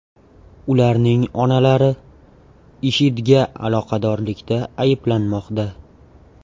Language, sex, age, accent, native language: Uzbek, male, 18-24, Toshkent viloyati, Uzbek